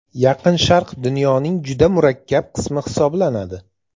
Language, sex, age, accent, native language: Uzbek, male, 35+, Toshkent viloyati, Uzbek